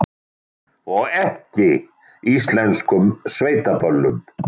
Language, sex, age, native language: Icelandic, male, 60-69, Icelandic